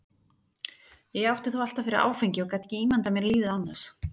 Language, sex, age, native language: Icelandic, female, 40-49, Icelandic